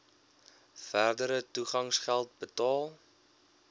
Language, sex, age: Afrikaans, male, 21